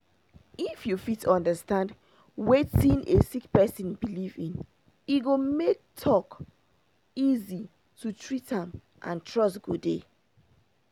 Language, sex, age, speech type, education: Nigerian Pidgin, female, 30-45, spontaneous, tertiary